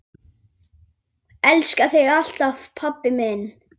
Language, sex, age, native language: Icelandic, male, 8, Icelandic